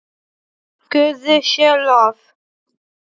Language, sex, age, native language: Icelandic, male, 8, Polish